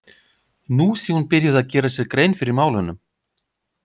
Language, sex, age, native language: Icelandic, male, 50-59, Icelandic